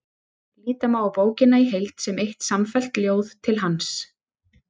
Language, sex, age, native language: Icelandic, female, 30-39, Icelandic